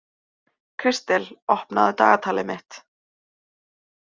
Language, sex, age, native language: Icelandic, male, 20-29, Icelandic